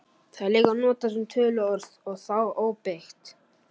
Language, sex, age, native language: Icelandic, male, 40-49, Icelandic